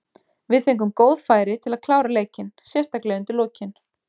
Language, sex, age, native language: Icelandic, female, 20-29, Icelandic